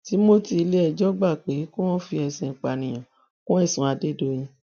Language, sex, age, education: Yoruba, female, 60+, tertiary